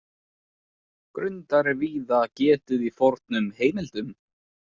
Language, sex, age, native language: Icelandic, male, 20-29, Icelandic